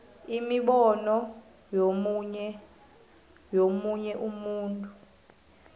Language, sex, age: South Ndebele, female, 25